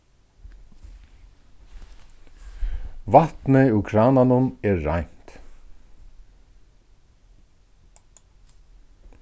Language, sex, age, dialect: Faroese, male, 36-60, Suðurstreymoy